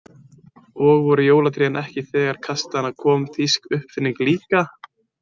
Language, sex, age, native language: Icelandic, male, 20-29, Icelandic